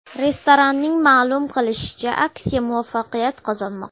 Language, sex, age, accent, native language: Uzbek, female, 12-17, Andijon, Uzbek